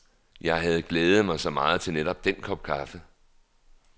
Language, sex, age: Danish, male, 39